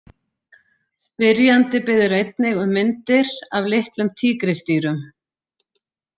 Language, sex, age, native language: Icelandic, female, 40-49, Icelandic